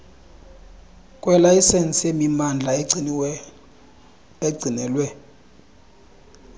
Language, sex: Xhosa, male